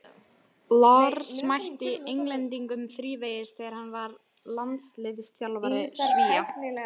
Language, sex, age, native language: Icelandic, female, 18-19, Icelandic